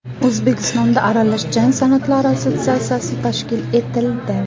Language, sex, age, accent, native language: Uzbek, female, 18-24, Farg'ona, Uzbek